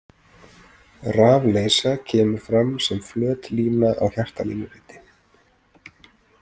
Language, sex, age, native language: Icelandic, male, 30-39, Icelandic